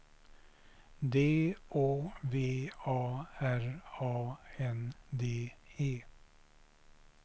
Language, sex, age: Swedish, male, 61